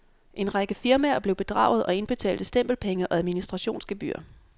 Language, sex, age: Danish, female, 26